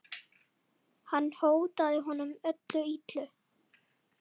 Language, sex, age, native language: Icelandic, female, 8, Icelandic